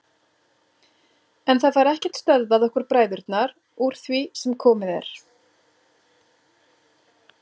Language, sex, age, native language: Icelandic, female, 40-49, Icelandic